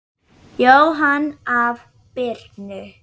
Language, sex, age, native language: Icelandic, female, 9, Icelandic